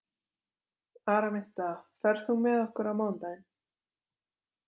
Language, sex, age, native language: Icelandic, female, 20-29, Icelandic